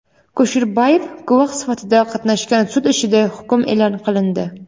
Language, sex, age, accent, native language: Uzbek, female, 18-24, Namangan, Uzbek